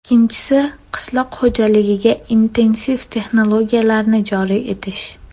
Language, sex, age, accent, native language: Uzbek, female, 12-17, Namangan, Uzbek